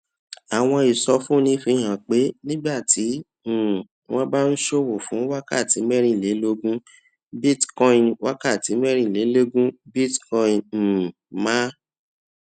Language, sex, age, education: Yoruba, male, 30-45, tertiary